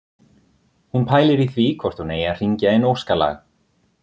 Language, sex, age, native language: Icelandic, male, 30-39, Icelandic